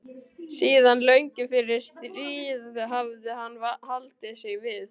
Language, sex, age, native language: Icelandic, male, 12, Icelandic